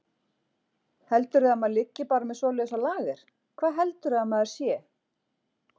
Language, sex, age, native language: Icelandic, female, 40-49, Icelandic